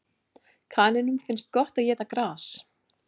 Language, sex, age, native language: Icelandic, female, 40-49, Icelandic